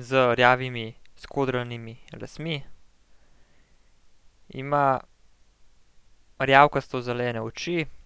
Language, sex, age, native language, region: Slovenian, male, 18-29, Slovenian, Central Slovenia